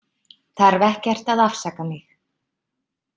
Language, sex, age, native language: Icelandic, female, 30-39, Icelandic